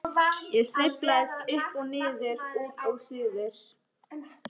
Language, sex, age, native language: Icelandic, female, 13, Icelandic